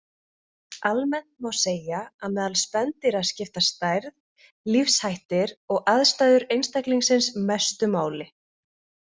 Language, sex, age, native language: Icelandic, female, 20-29, Icelandic